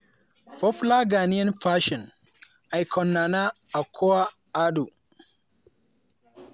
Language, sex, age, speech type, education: Nigerian Pidgin, male, 15-29, spontaneous, tertiary